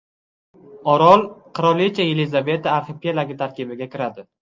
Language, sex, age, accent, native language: Uzbek, male, 12-17, Qashqadaryo, Uzbek